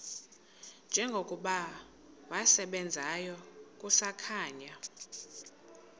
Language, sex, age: Xhosa, female, 22